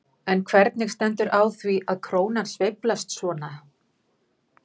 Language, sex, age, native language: Icelandic, female, 50-59, Icelandic